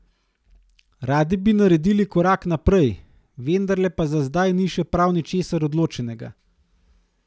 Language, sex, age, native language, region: Slovenian, male, 30-49, Slovenian, Gorenjska region